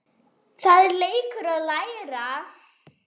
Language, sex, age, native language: Icelandic, male, 7, Icelandic